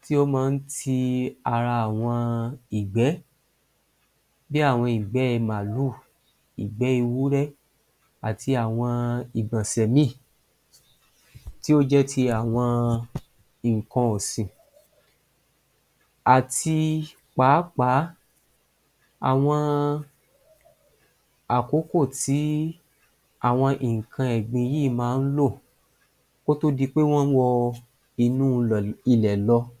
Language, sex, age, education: Yoruba, male, 30-45, tertiary